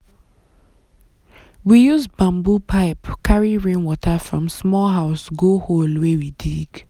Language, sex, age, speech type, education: Nigerian Pidgin, female, 15-29, spontaneous, tertiary